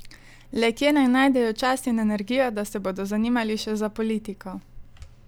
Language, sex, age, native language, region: Slovenian, female, 18-29, Slovenian, Savinja region